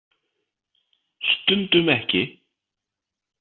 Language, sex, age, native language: Icelandic, male, 50-59, Icelandic